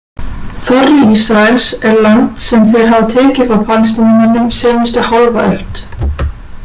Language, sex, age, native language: Icelandic, female, 40-49, Icelandic